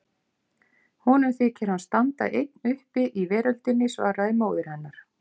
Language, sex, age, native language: Icelandic, female, 50-59, Icelandic